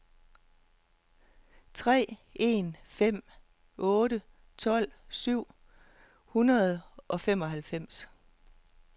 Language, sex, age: Danish, female, 48